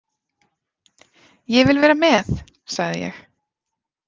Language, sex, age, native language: Icelandic, female, 30-39, Icelandic